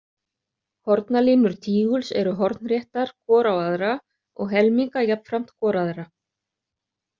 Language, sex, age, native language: Icelandic, other, 30-39, Icelandic